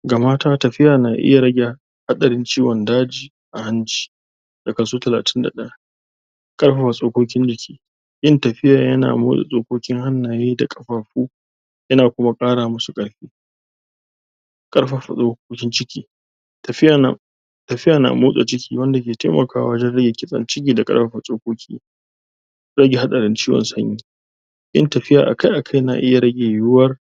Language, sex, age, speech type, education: Hausa, male, 15-29, spontaneous, tertiary